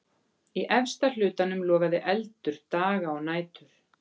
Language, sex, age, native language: Icelandic, female, 40-49, Icelandic